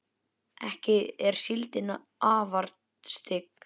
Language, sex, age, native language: Icelandic, male, 10, Icelandic